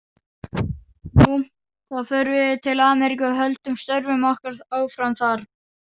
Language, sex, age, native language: Icelandic, female, 40-49, Icelandic